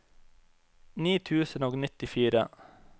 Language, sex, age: Norwegian, male, 25